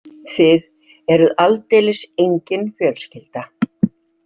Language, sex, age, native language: Icelandic, female, 60-69, Icelandic